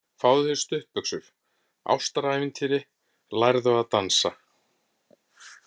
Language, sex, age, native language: Icelandic, male, 50-59, Icelandic